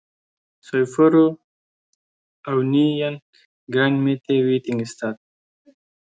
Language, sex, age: Icelandic, male, 20-29